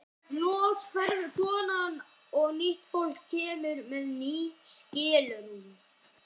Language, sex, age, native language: Icelandic, other, 11, Icelandic